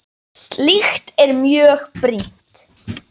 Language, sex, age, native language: Icelandic, male, 10, Icelandic